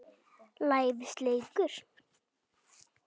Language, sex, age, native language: Icelandic, female, 9, Icelandic